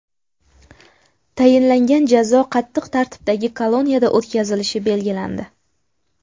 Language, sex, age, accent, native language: Uzbek, female, 19-29, Qashqadaryo, Uzbek